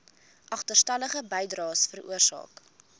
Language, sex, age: Afrikaans, female, 21